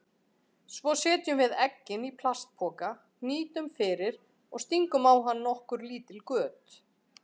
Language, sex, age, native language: Icelandic, female, 40-49, Icelandic